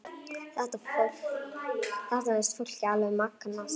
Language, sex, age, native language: Icelandic, female, 9, Icelandic